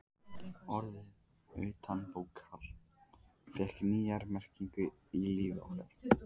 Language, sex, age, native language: Icelandic, male, 15, Icelandic